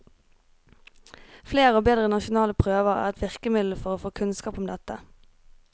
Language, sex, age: Norwegian, female, 23